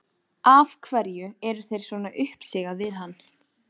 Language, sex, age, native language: Icelandic, female, 14, Icelandic